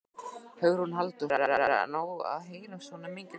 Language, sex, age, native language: Icelandic, male, 12, Icelandic